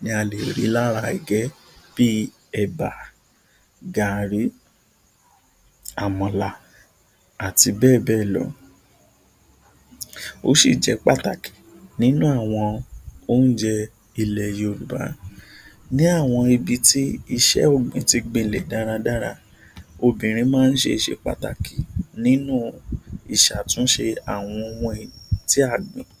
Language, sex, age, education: Yoruba, male, 60+, tertiary